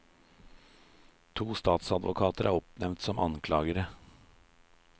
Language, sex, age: Norwegian, male, 56